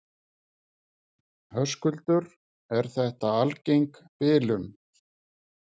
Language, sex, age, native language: Icelandic, male, 50-59, Icelandic